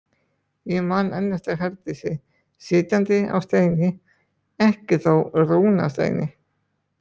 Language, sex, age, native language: Icelandic, male, 20-29, Icelandic